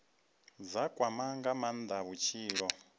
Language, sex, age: Venda, male, 25